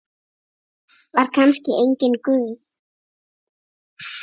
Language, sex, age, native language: Icelandic, female, 8, Icelandic